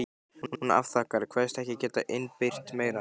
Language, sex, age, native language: Icelandic, male, 15, Icelandic